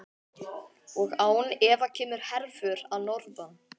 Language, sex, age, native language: Icelandic, male, 11, Icelandic